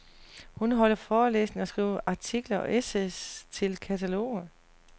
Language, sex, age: Danish, female, 40